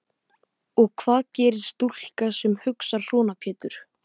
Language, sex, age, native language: Icelandic, male, 12, Icelandic